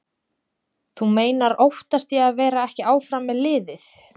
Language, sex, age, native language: Icelandic, female, 20-29, Icelandic